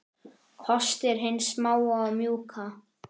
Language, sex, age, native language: Icelandic, male, 10, Icelandic